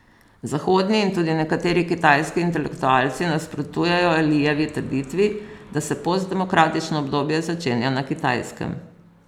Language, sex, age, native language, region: Slovenian, female, 50-59, Slovenian, Posavska region